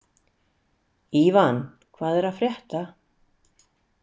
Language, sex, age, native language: Icelandic, female, 60-69, Icelandic